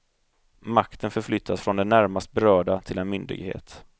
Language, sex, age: Swedish, male, 30